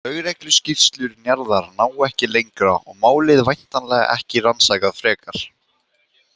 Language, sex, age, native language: Icelandic, female, 18-19, Icelandic